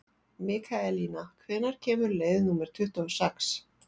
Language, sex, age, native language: Icelandic, female, 40-49, Icelandic